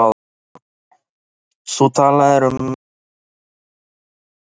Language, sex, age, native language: Icelandic, male, 13, Icelandic